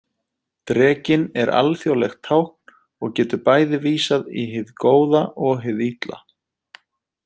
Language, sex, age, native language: Icelandic, male, 30-39, Icelandic